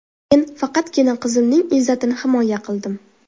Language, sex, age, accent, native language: Uzbek, female, 12-17, Toshkent shahri, Uzbek